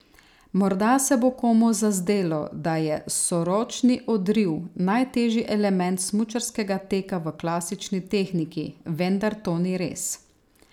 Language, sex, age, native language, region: Slovenian, female, 30-49, Slovenian, Savinja region